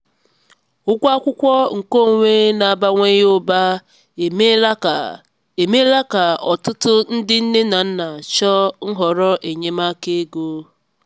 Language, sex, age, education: Igbo, female, 15-29, tertiary